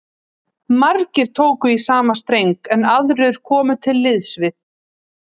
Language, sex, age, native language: Icelandic, female, 30-39, Icelandic